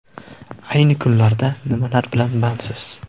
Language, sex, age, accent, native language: Uzbek, male, 18-24, Toshkent viloyati, Uzbek